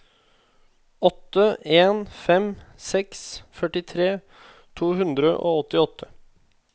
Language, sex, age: Norwegian, male, 21